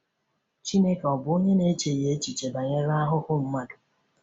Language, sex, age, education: Igbo, female, 30-45, tertiary